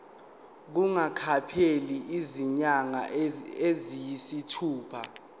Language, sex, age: Zulu, male, 19